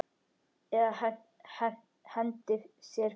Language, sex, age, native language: Icelandic, male, 10, Icelandic